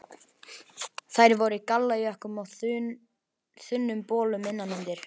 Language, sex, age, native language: Icelandic, male, 11, Icelandic